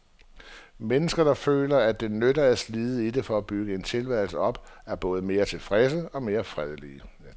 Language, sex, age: Danish, male, 47